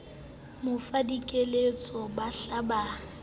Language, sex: Southern Sotho, female